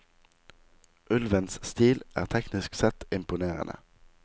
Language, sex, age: Norwegian, male, 19